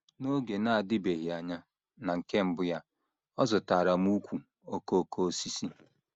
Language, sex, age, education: Igbo, male, 30-45, secondary